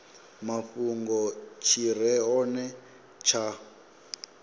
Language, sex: Venda, male